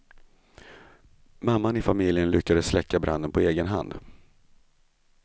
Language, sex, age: Swedish, male, 35